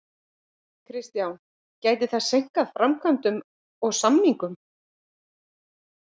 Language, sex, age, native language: Icelandic, female, 50-59, Icelandic